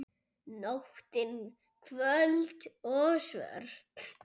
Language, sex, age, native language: Icelandic, male, 6, Icelandic